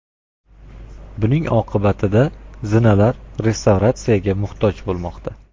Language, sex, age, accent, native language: Uzbek, male, 25-34, Qashqadaryo, Uzbek